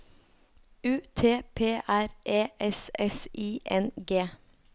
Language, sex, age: Norwegian, female, 23